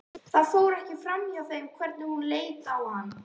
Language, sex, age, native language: Icelandic, female, 11, Icelandic